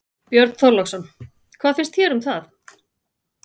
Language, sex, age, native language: Icelandic, female, 40-49, Icelandic